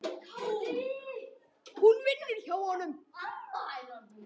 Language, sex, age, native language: Icelandic, female, 10, Icelandic